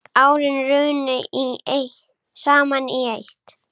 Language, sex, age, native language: Icelandic, male, 9, Icelandic